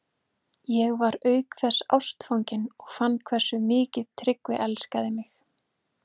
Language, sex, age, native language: Icelandic, female, 20-29, Icelandic